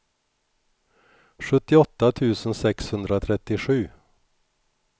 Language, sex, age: Swedish, male, 61